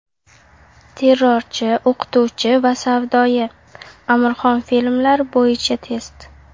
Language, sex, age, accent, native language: Uzbek, female, under 19, Qashqadaryo, Uzbek